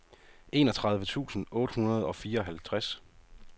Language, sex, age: Danish, male, 30